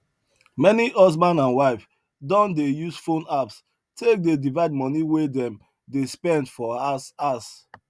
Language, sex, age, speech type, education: Nigerian Pidgin, male, 30-45, spontaneous, tertiary